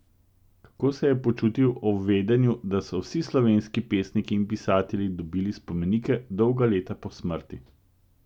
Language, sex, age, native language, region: Slovenian, male, 50-59, Slovenian, Central Slovenia